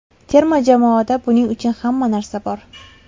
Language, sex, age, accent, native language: Uzbek, female, 18-24, Toshkent viloyati, Uzbek